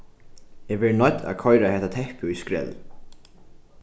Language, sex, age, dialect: Faroese, male, 15-35, Norðuroyggjar